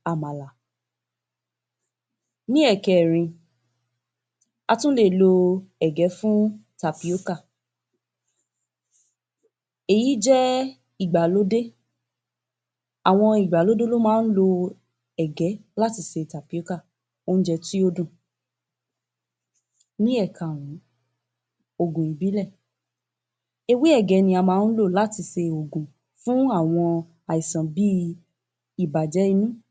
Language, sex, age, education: Yoruba, female, 15-29, tertiary